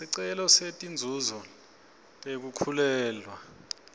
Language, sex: Swati, male